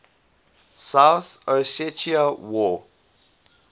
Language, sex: English, male